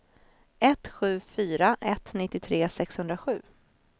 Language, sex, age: Swedish, female, 26